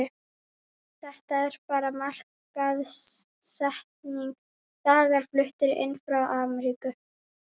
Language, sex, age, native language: Icelandic, female, 12, Icelandic